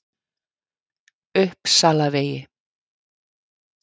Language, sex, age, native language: Icelandic, female, 50-59, Icelandic